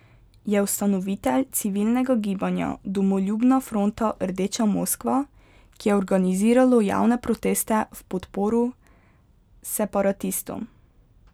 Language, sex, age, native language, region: Slovenian, female, 12-17, Slovenian, Pomurje region